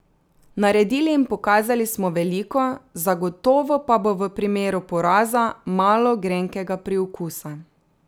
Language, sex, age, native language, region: Slovenian, female, 30-49, Slovenian, Drava region